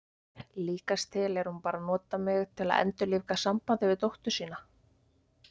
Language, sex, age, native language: Icelandic, female, 20-29, Icelandic